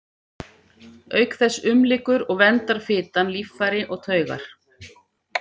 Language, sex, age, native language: Icelandic, female, 50-59, Icelandic